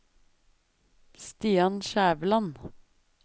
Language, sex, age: Norwegian, female, 23